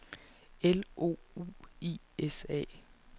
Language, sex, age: Danish, female, 29